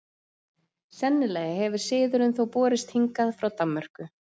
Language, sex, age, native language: Icelandic, female, 40-49, Icelandic